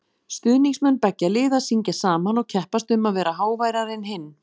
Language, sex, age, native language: Icelandic, female, 40-49, Icelandic